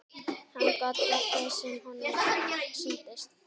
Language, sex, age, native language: Icelandic, female, 12, Icelandic